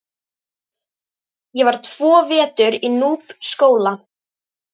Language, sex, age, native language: Icelandic, female, 13, Icelandic